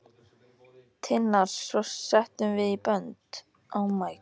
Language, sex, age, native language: Icelandic, female, 13, Icelandic